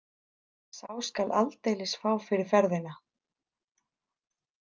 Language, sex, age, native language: Icelandic, female, 30-39, Icelandic